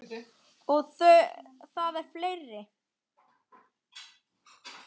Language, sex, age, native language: Icelandic, male, 10, Icelandic